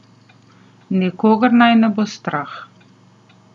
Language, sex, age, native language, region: Slovenian, female, 30-49, Slovenian, Southeast Slovenia